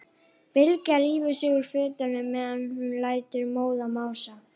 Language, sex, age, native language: Icelandic, female, 11, Icelandic